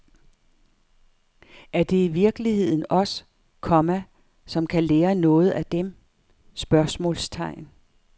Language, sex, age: Danish, female, 58